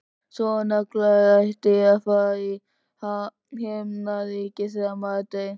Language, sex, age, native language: Icelandic, male, 13, Icelandic